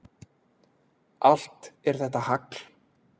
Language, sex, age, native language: Icelandic, male, 40-49, Icelandic